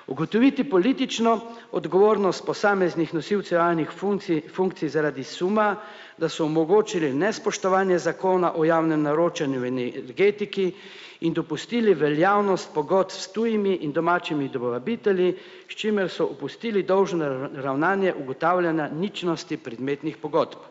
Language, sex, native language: Slovenian, male, Slovenian